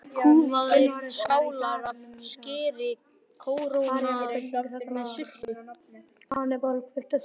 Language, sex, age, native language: Icelandic, male, 11, Icelandic